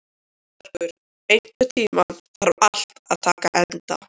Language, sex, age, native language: Icelandic, male, 13, Icelandic